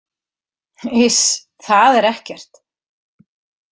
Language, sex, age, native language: Icelandic, female, 50-59, Icelandic